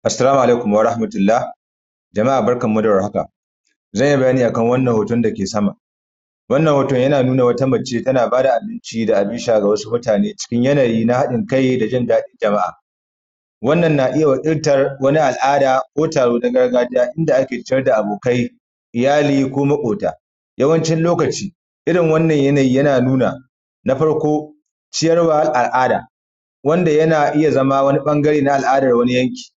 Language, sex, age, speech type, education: Hausa, male, 30-45, spontaneous, primary